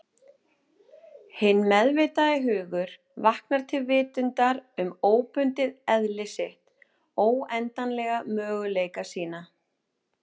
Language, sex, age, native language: Icelandic, female, 30-39, Icelandic